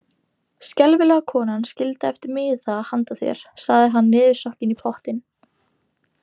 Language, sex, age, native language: Icelandic, female, 18-19, Icelandic